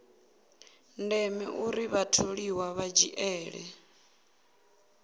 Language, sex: Venda, female